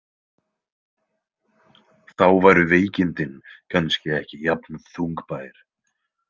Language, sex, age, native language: Icelandic, male, 20-29, Icelandic